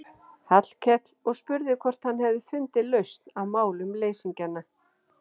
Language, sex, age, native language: Icelandic, female, 40-49, Icelandic